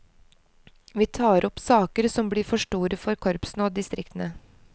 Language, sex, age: Norwegian, female, 29